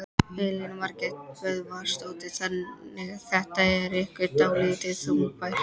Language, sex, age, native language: Icelandic, female, 13, Icelandic